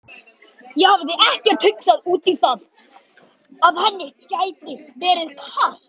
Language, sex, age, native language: Icelandic, male, 18-19, Icelandic